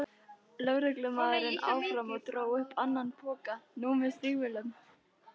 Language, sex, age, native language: Icelandic, other, 13, Icelandic